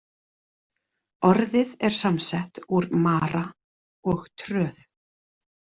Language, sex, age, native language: Icelandic, female, 40-49, Icelandic